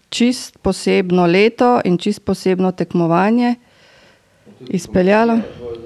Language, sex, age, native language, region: Slovenian, female, 50-59, Slovenian, Drava region